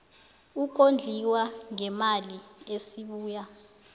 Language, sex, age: South Ndebele, female, 19